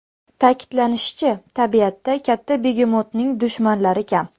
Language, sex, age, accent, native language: Uzbek, female, 19-29, Namangan, Uzbek